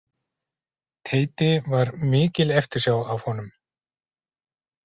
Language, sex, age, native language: Icelandic, male, 40-49, Icelandic